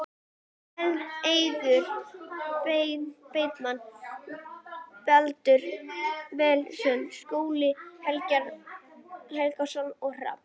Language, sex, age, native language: Icelandic, female, 11, Icelandic